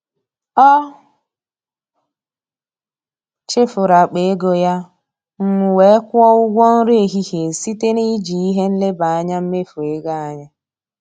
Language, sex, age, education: Igbo, female, 30-45, tertiary